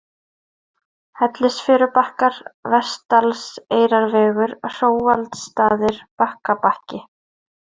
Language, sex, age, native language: Icelandic, female, 30-39, Icelandic